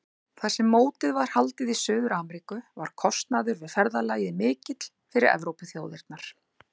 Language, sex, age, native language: Icelandic, female, 40-49, Icelandic